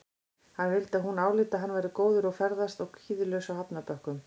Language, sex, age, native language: Icelandic, female, 40-49, Icelandic